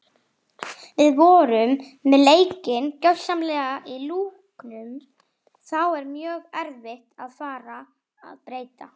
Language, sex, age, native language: Icelandic, female, 40-49, Icelandic